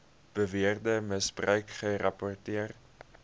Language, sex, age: Afrikaans, male, 21